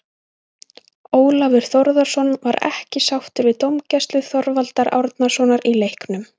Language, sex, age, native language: Icelandic, female, 20-29, Icelandic